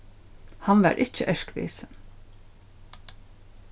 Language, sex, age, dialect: Faroese, female, 61+, Suðurstreymoy